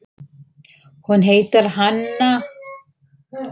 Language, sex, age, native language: Icelandic, female, 40-49, Icelandic